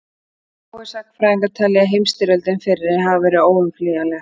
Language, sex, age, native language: Icelandic, female, 30-39, Icelandic